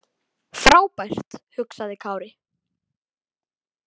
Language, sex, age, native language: Icelandic, male, 18-19, Icelandic